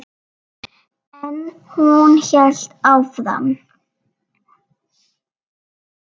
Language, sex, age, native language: Icelandic, female, 7, Icelandic